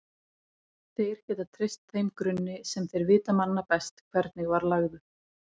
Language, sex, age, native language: Icelandic, female, 30-39, Icelandic